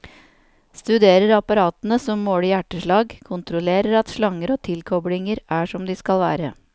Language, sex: Norwegian, female